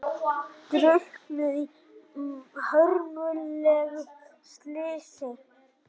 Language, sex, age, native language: Icelandic, male, 18-19, Icelandic